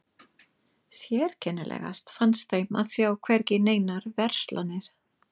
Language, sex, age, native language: Icelandic, female, 50-59, English